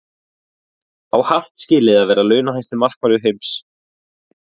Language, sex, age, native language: Icelandic, male, 20-29, Icelandic